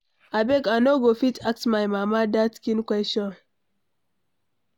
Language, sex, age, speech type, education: Nigerian Pidgin, female, 60+, read, secondary